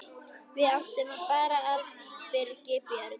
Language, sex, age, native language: Icelandic, female, 10, Icelandic